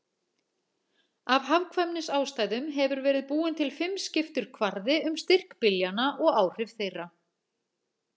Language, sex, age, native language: Icelandic, female, 40-49, Icelandic